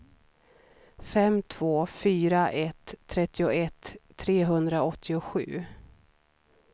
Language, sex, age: Swedish, female, 39